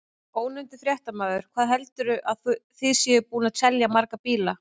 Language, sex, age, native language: Icelandic, female, 30-39, Icelandic